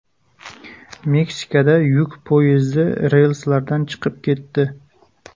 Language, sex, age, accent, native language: Uzbek, male, 25-34, Jizzax, Uzbek